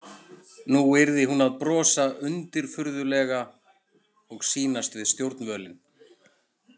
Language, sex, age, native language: Icelandic, male, 40-49, Icelandic